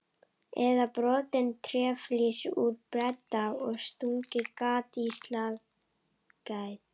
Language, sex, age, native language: Icelandic, female, 11, Icelandic